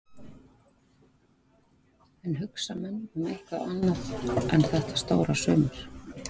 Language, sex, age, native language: Icelandic, female, 40-49, Icelandic